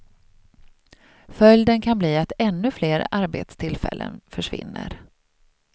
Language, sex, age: Swedish, female, 38